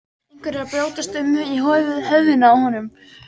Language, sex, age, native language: Icelandic, female, 13, Icelandic